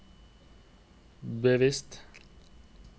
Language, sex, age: Norwegian, male, 29